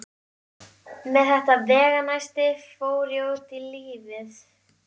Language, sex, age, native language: Icelandic, female, 11, Icelandic